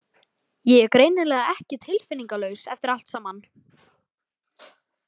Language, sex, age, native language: Icelandic, male, 18-19, Icelandic